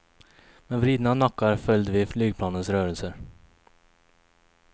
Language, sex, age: Swedish, male, 21